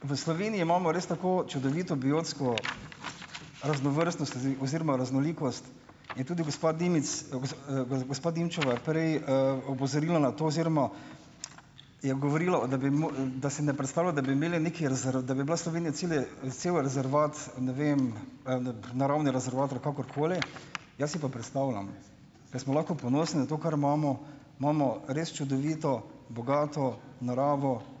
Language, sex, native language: Slovenian, male, Slovenian